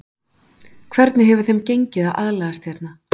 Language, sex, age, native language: Icelandic, female, 40-49, Icelandic